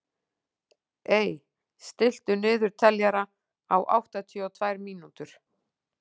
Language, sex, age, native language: Icelandic, female, 40-49, Icelandic